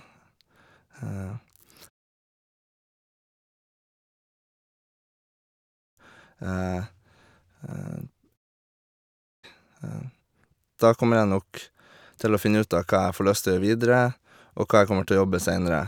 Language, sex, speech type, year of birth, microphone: Norwegian, male, spontaneous, 1989, Shure